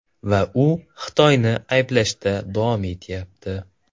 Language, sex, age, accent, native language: Uzbek, male, 12-17, Toshkent viloyati, Kazakh